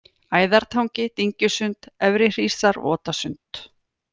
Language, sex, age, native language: Icelandic, female, 40-49, Icelandic